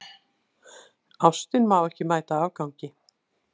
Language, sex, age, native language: Icelandic, female, 60-69, Icelandic